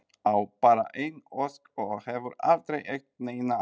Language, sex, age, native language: Icelandic, male, 40-49, Polish